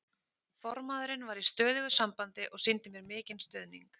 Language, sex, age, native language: Icelandic, female, 30-39, Icelandic